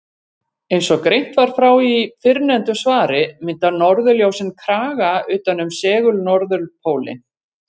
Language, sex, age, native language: Icelandic, female, 40-49, Icelandic